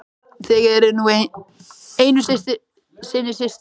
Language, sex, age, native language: Icelandic, male, 13, Icelandic